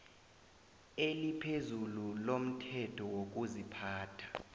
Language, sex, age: South Ndebele, male, 20